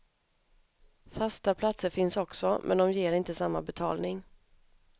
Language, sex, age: Swedish, female, 31